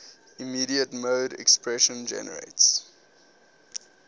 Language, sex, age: English, male, 19